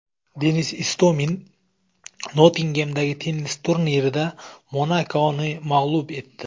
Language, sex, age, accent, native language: Uzbek, male, 19-29, Samarqand, Uzbek